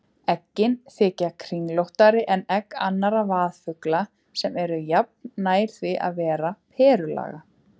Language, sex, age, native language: Icelandic, female, 20-29, Icelandic